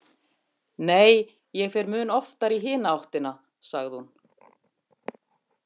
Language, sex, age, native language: Icelandic, female, 50-59, Icelandic